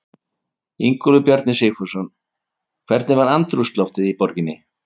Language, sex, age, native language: Icelandic, male, 50-59, Icelandic